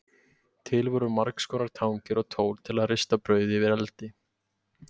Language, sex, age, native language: Icelandic, male, 18-19, Icelandic